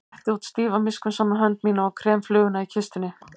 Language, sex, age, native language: Icelandic, female, 50-59, Icelandic